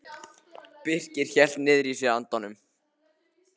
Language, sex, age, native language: Icelandic, other, 13, Icelandic